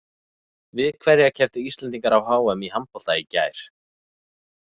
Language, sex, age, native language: Icelandic, male, 20-29, Icelandic